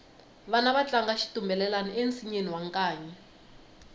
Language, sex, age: Tsonga, female, 19